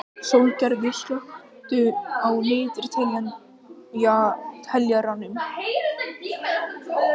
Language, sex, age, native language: Icelandic, male, 18-19, Icelandic